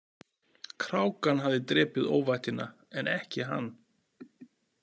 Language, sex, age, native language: Icelandic, male, 40-49, Icelandic